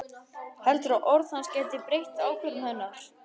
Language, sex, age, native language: Icelandic, male, 11, Icelandic